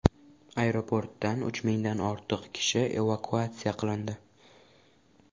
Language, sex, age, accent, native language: Uzbek, male, under 19, Surxondaryo, Uzbek